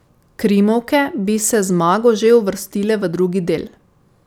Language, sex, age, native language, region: Slovenian, female, 18-29, Slovenian, Savinja region